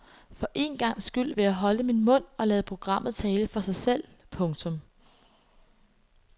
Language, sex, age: Danish, female, 21